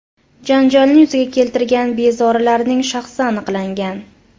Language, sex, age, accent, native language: Uzbek, female, 25-34, Farg'ona, Uzbek